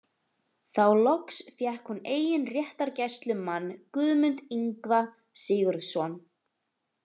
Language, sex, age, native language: Icelandic, female, 18-19, Icelandic